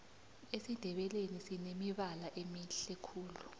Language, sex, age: South Ndebele, female, 29